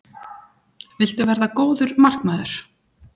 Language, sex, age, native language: Icelandic, female, 40-49, Icelandic